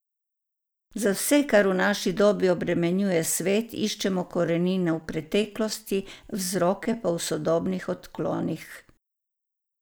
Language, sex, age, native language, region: Slovenian, female, 60+, Croatian, Savinja region